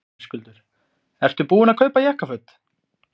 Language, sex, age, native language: Icelandic, male, 20-29, Icelandic